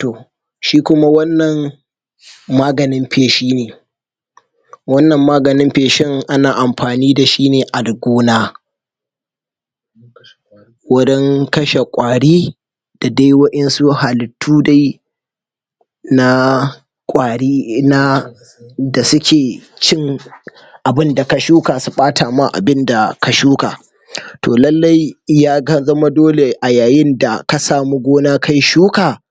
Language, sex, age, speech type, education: Hausa, male, 46-60, spontaneous, tertiary